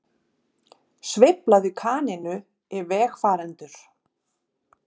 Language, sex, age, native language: Icelandic, female, 30-39, Icelandic